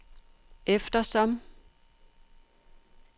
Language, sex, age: Danish, female, 62